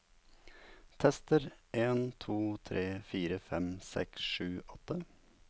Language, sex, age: Norwegian, male, 27